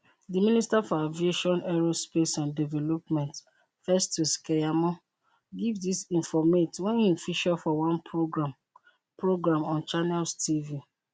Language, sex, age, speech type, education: Nigerian Pidgin, female, 30-45, spontaneous, tertiary